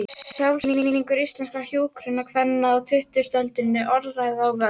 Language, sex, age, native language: Icelandic, female, 13, Icelandic